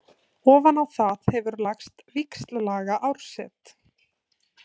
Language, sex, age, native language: Icelandic, female, 18-19, Icelandic